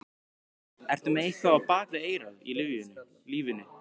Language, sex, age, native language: Icelandic, male, 15, Icelandic